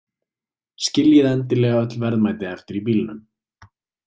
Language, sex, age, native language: Icelandic, male, 20-29, Icelandic